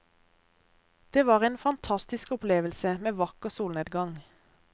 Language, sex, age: Norwegian, female, 32